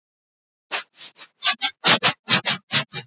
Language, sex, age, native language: Icelandic, male, 11, Icelandic